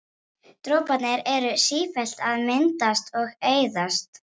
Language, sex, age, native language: Icelandic, female, 18-19, Icelandic